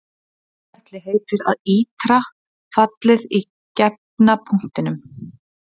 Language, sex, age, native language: Icelandic, female, 20-29, Icelandic